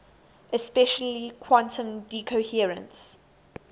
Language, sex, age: English, female, 22